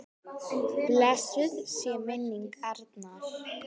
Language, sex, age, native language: Icelandic, female, 10, Icelandic